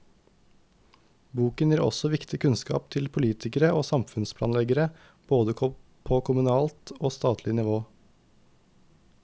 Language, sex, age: Norwegian, male, 19